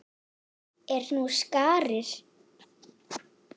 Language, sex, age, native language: Icelandic, female, 8, Icelandic